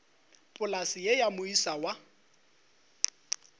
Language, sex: Northern Sotho, male